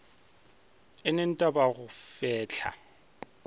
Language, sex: Northern Sotho, male